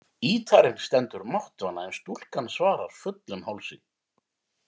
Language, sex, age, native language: Icelandic, male, 50-59, Icelandic